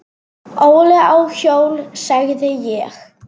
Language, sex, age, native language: Icelandic, female, 9, Serbo-Croatian